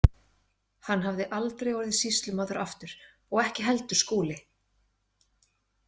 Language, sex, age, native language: Icelandic, female, 30-39, Icelandic